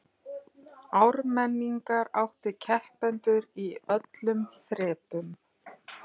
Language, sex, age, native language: Icelandic, female, 40-49, Icelandic